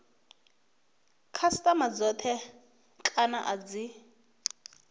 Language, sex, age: Venda, female, 21